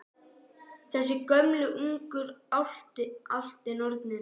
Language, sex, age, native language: Icelandic, female, 9, Icelandic